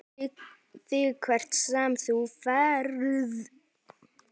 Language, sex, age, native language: Icelandic, male, 10, Icelandic